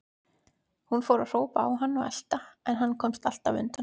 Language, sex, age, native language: Icelandic, female, 20-29, Icelandic